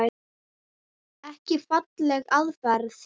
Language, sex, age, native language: Icelandic, female, 8, Icelandic